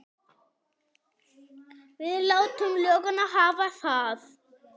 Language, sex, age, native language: Icelandic, female, 9, Icelandic